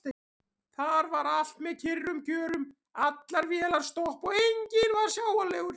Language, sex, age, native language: Icelandic, male, 40-49, Icelandic